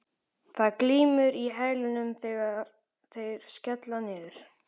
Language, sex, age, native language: Icelandic, male, 12, Icelandic